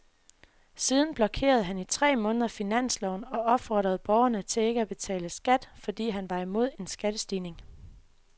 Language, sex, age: Danish, female, 24